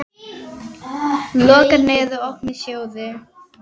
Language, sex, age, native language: Icelandic, female, 9, Icelandic